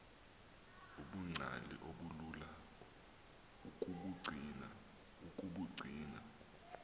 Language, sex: Xhosa, male